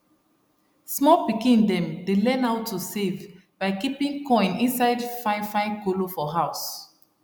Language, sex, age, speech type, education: Nigerian Pidgin, female, 30-45, spontaneous, tertiary